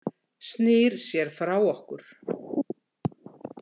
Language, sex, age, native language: Icelandic, female, 60-69, Icelandic